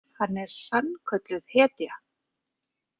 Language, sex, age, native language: Icelandic, female, 40-49, Icelandic